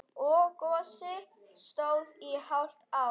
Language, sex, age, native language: Icelandic, female, 10, Icelandic